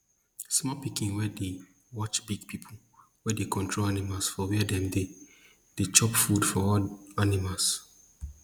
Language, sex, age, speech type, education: Nigerian Pidgin, male, 15-29, spontaneous, tertiary